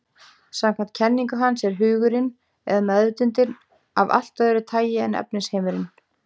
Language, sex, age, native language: Icelandic, female, 18-19, Icelandic